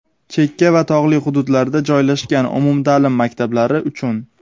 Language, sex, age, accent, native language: Uzbek, male, 19-29, Sirdaryo, Uzbek